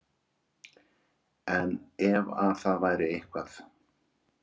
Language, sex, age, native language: Icelandic, male, 40-49, Icelandic